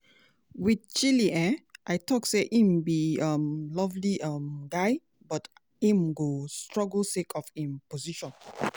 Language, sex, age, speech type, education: Nigerian Pidgin, female, 30-45, spontaneous, tertiary